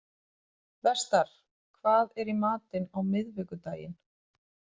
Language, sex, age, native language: Icelandic, female, 30-39, Icelandic